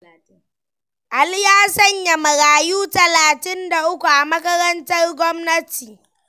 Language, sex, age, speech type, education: Hausa, female, 15-29, read, primary